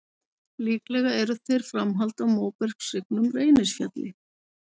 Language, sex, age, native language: Icelandic, female, 40-49, Icelandic